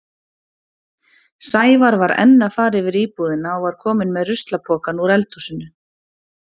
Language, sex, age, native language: Icelandic, female, 40-49, Icelandic